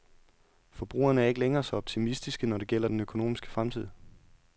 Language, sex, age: Danish, male, 31